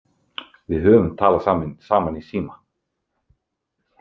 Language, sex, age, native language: Icelandic, male, 30-39, Icelandic